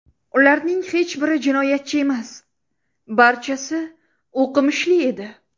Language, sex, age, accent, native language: Uzbek, female, under 19, Samarqand, Uzbek